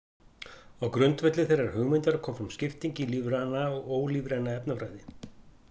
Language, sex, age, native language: Icelandic, male, 50-59, Icelandic